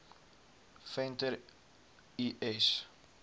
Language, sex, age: Afrikaans, male, 19